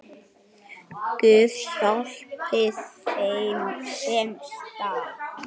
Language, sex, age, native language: Icelandic, male, 9, Icelandic